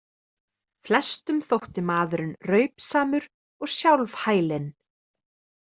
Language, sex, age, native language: Icelandic, female, 30-39, Icelandic